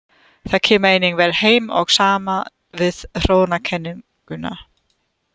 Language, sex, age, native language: Icelandic, female, 30-39, German